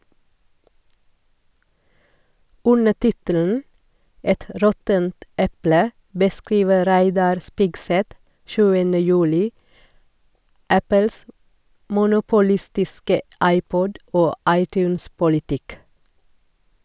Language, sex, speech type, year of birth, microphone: Norwegian, female, read, 1969, Sennheiser